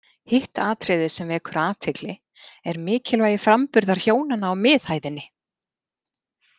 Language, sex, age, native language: Icelandic, female, 40-49, Icelandic